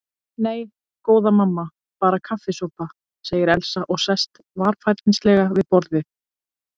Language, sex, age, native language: Icelandic, female, 30-39, Icelandic